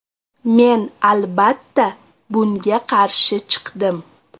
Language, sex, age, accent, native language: Uzbek, female, 25-34, Toshkent shahri, Uzbek